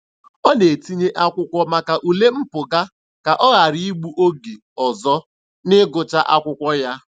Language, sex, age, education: Igbo, male, 15-29, tertiary